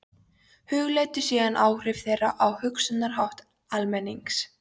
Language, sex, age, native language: Icelandic, female, 13, Polish